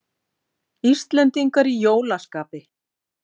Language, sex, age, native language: Icelandic, female, 40-49, Icelandic